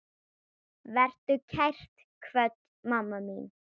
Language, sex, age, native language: Icelandic, female, 10, Icelandic